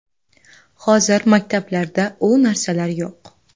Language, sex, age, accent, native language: Uzbek, female, under 19, Andijon, Uzbek